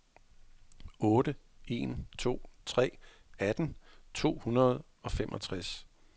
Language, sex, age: Danish, male, 41